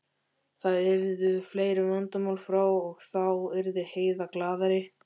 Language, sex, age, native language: Icelandic, male, 13, Icelandic